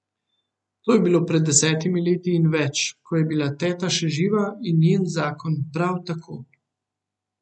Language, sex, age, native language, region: Slovenian, male, 18-29, Slovenian, Central Slovenia